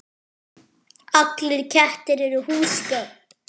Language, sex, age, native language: Icelandic, male, 8, French